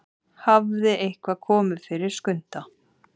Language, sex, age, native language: Icelandic, male, 30-39, Icelandic